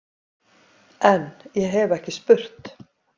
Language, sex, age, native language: Icelandic, female, 50-59, Icelandic